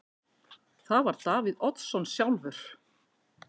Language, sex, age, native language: Icelandic, female, 50-59, Icelandic